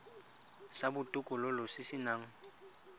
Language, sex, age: Tswana, male, 25